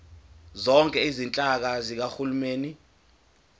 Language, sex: Zulu, male